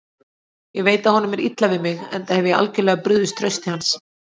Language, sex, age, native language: Icelandic, female, 40-49, Icelandic